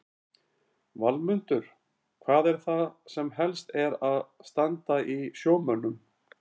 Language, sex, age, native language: Icelandic, male, 40-49, Icelandic